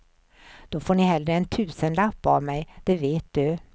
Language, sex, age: Swedish, female, 64